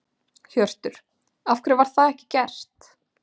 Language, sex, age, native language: Icelandic, female, 30-39, Icelandic